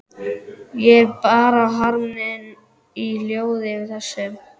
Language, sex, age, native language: Icelandic, male, 12, Icelandic